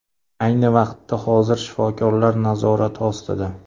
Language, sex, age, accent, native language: Uzbek, male, 25-34, Andijon, Uzbek